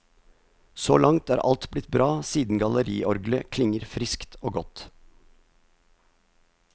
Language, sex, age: Norwegian, male, 50